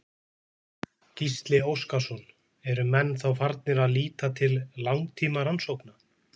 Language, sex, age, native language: Icelandic, male, 20-29, Icelandic